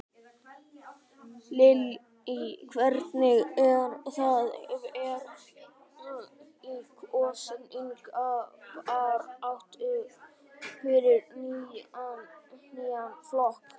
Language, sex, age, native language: Icelandic, male, 12, Icelandic